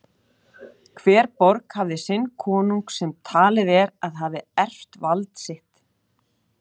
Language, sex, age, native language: Icelandic, female, 40-49, Icelandic